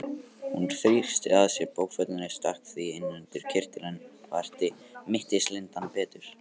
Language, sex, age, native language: Icelandic, male, 18-19, Icelandic